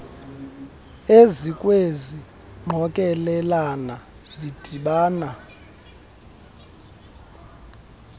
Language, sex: Xhosa, male